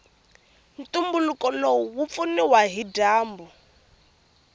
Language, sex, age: Tsonga, female, 18